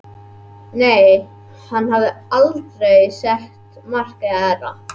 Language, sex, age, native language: Icelandic, male, 11, Icelandic